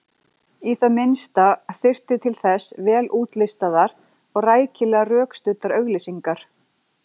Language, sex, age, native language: Icelandic, female, 40-49, Icelandic